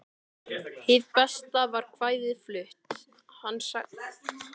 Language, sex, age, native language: Icelandic, male, 13, Icelandic